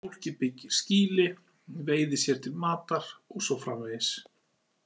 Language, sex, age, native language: Icelandic, male, 40-49, Icelandic